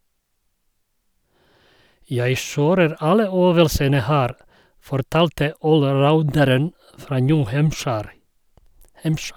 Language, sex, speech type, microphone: Norwegian, male, read, Sennheiser